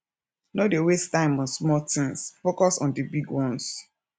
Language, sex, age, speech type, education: Nigerian Pidgin, female, 15-29, spontaneous, tertiary